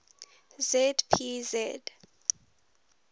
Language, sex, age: English, female, 19